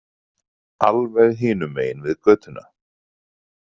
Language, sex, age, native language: Icelandic, male, 40-49, Icelandic